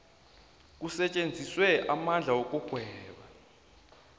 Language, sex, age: South Ndebele, male, 22